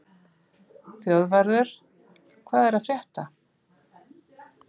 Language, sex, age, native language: Icelandic, female, 50-59, Icelandic